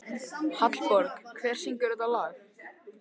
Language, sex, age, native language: Icelandic, male, 13, Icelandic